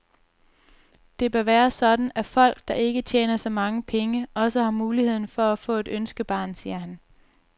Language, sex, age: Danish, female, 22